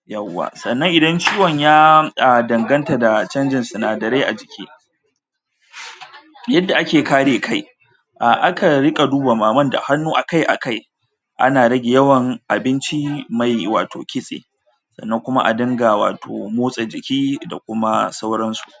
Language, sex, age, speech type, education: Hausa, male, 30-45, spontaneous, tertiary